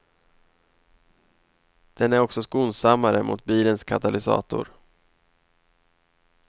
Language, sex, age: Swedish, male, 28